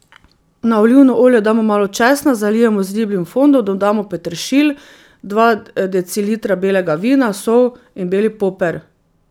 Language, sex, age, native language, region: Slovenian, female, 30-49, Slovenian, Drava region